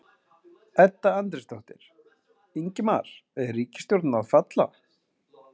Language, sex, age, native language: Icelandic, male, 30-39, Icelandic